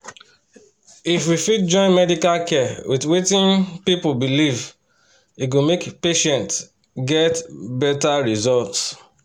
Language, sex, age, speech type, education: Nigerian Pidgin, male, 30-45, spontaneous, tertiary